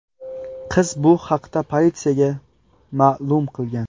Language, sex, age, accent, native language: Uzbek, male, 18-24, Qashqadaryo, Uzbek